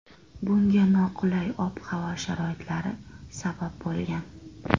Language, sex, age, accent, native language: Uzbek, female, 25-34, Sirdaryo, Uzbek